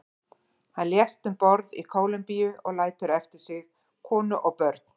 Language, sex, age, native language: Icelandic, female, 40-49, Icelandic